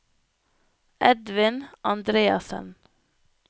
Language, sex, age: Norwegian, female, 25